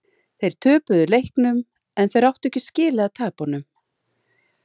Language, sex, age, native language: Icelandic, female, 40-49, Icelandic